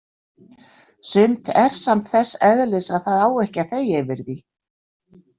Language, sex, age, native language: Icelandic, female, 60-69, Icelandic